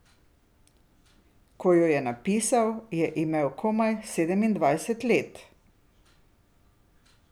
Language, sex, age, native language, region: Slovenian, female, 60+, Slovenian, Drava region